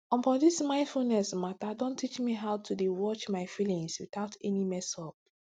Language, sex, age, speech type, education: Nigerian Pidgin, female, 15-29, spontaneous, tertiary